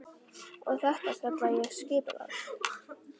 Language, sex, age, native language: Icelandic, female, 18-19, Icelandic